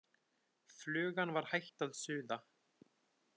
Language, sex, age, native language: Icelandic, male, 20-29, Icelandic